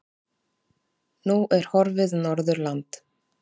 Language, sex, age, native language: Icelandic, female, 30-39, Icelandic